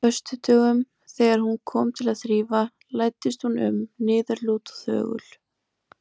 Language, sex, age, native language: Icelandic, female, 20-29, Icelandic